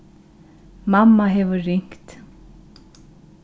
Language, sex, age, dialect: Faroese, female, 36-60, Norðurstreymoy/Eysturoy